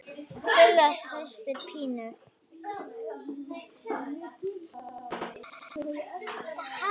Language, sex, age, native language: Icelandic, female, 9, Icelandic